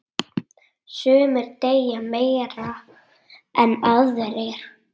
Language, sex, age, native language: Icelandic, male, 8, Icelandic